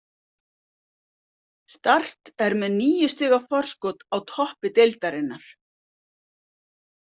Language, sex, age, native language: Icelandic, female, 50-59, Icelandic